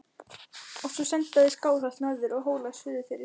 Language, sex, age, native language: Icelandic, female, 11, Icelandic